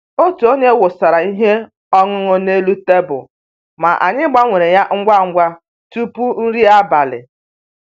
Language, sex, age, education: Igbo, female, 30-45, tertiary